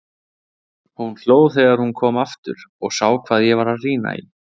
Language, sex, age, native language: Icelandic, male, 20-29, Icelandic